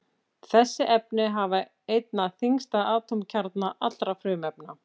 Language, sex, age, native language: Icelandic, female, 50-59, Icelandic